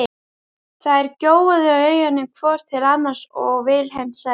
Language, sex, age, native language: Icelandic, female, 12, Icelandic